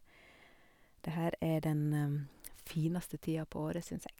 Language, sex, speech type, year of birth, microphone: Norwegian, female, spontaneous, 1970, Sennheiser